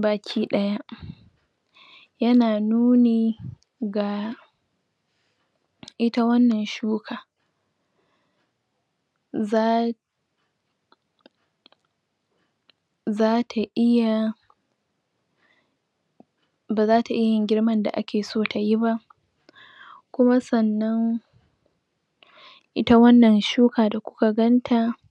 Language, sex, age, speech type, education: Hausa, female, 15-29, spontaneous, tertiary